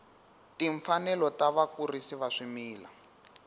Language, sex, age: Tsonga, male, 19